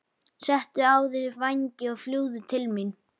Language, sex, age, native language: Icelandic, female, 11, Icelandic